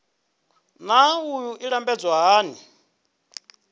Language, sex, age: Venda, male, 23